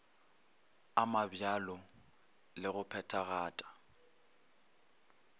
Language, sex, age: Northern Sotho, male, 23